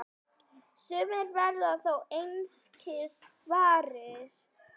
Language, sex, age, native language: Icelandic, female, 8, Icelandic